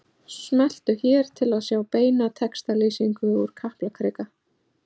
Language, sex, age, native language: Icelandic, female, 40-49, Icelandic